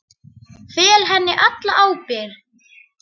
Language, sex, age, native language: Icelandic, male, 10, Icelandic